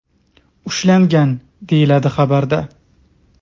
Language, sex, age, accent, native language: Uzbek, male, 30-39, Toshkent viloyati, Uzbek